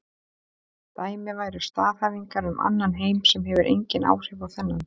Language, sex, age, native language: Icelandic, female, 30-39, Icelandic